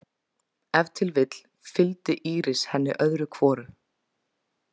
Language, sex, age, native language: Icelandic, female, 20-29, Icelandic